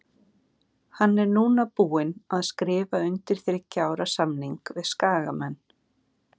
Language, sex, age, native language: Icelandic, female, 40-49, Icelandic